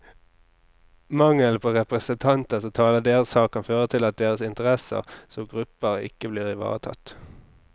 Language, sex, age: Norwegian, male, 26